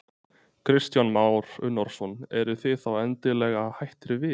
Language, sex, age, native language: Icelandic, male, 20-29, Icelandic